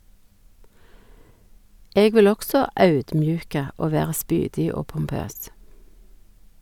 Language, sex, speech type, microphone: Norwegian, female, read, Sennheiser